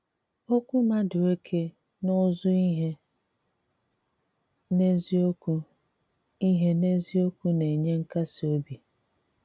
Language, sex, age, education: Igbo, female, 30-45, tertiary